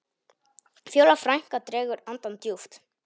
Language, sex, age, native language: Icelandic, male, 10, Polish